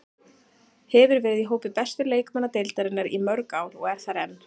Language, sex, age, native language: Icelandic, female, 40-49, Icelandic